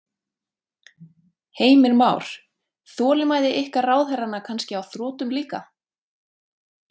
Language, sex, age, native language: Icelandic, female, 30-39, Icelandic